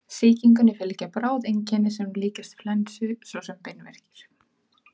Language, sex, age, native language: Icelandic, female, 30-39, Icelandic